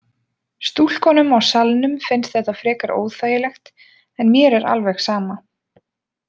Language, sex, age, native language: Icelandic, female, 20-29, Icelandic